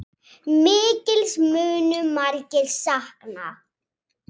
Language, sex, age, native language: Icelandic, female, 6, Icelandic